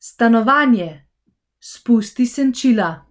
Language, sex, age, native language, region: Slovenian, female, 18-29, Slovenian, Central Slovenia